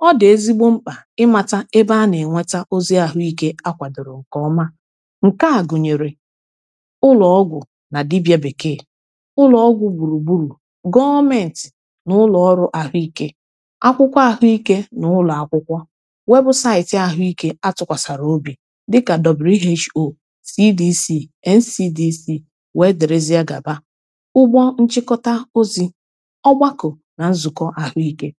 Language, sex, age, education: Igbo, female, 30-45, tertiary